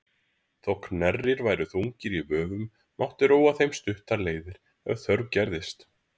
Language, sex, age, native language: Icelandic, male, 30-39, Icelandic